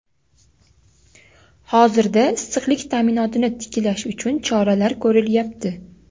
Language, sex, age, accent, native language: Uzbek, female, under 19, Toshkent viloyati, Uzbek